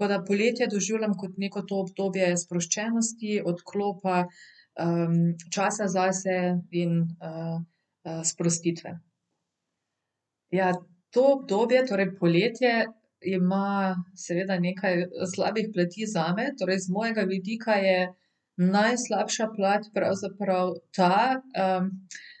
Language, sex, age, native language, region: Slovenian, female, 30-49, Slovenian, Central Slovenia